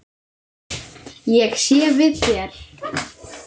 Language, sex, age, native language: Icelandic, male, 9, Icelandic